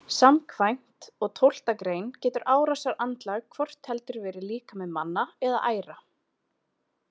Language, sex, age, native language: Icelandic, female, 20-29, Icelandic